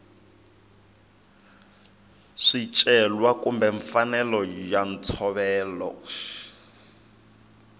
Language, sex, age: Tsonga, male, 22